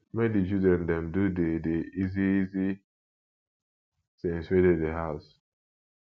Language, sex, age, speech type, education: Nigerian Pidgin, male, 15-29, spontaneous, tertiary